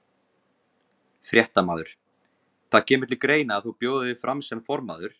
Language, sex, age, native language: Icelandic, male, 20-29, Icelandic